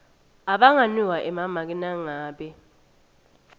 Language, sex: Swati, female